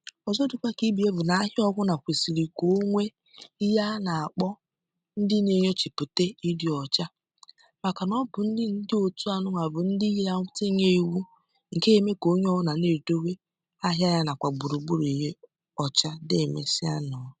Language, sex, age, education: Igbo, female, 15-29, secondary